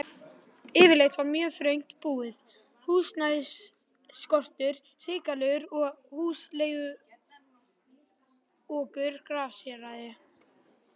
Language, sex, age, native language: Icelandic, male, 11, Icelandic